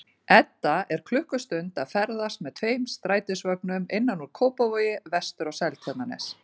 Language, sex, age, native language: Icelandic, female, 40-49, Icelandic